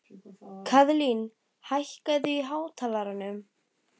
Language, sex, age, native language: Icelandic, female, 12, Icelandic